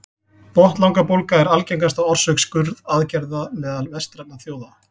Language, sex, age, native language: Icelandic, male, 40-49, Icelandic